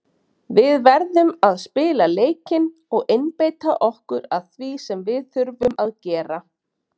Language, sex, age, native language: Icelandic, female, 30-39, Icelandic